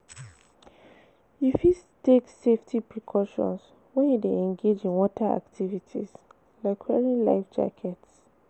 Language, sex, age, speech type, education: Nigerian Pidgin, female, 15-29, spontaneous, tertiary